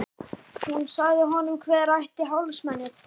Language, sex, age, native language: Icelandic, male, 11, Icelandic